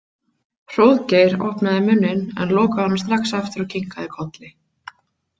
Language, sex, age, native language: Icelandic, female, 20-29, Icelandic